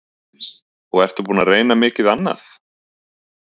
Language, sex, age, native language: Icelandic, male, 30-39, Icelandic